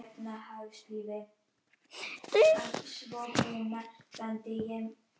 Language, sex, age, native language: Icelandic, female, 18-19, Icelandic